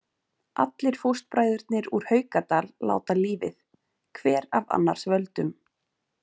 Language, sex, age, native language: Icelandic, female, 20-29, Icelandic